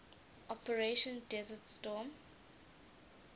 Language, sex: English, female